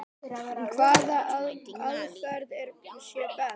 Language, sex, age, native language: Icelandic, male, 10, Icelandic